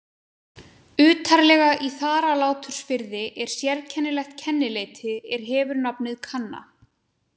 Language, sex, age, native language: Icelandic, female, 20-29, Icelandic